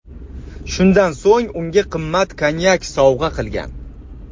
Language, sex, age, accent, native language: Uzbek, male, 25-34, Andijon, Uzbek